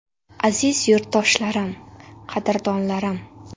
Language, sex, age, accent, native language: Uzbek, female, 18-24, Qoraqalpog'iston, Uzbek